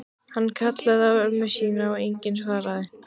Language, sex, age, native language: Icelandic, female, 15, Icelandic